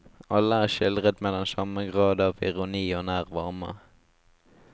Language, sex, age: Norwegian, male, 18